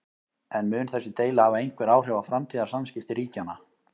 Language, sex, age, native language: Icelandic, male, 20-29, Icelandic